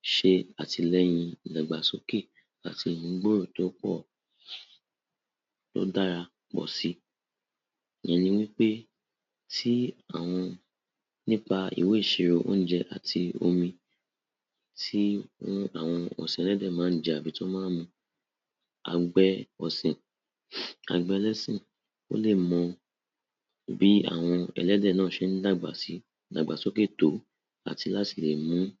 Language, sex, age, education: Yoruba, male, 60+, tertiary